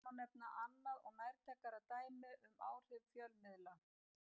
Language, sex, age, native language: Icelandic, female, 50-59, Icelandic